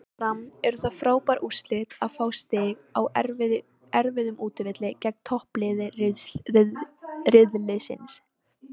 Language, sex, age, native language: Icelandic, female, 18-19, Icelandic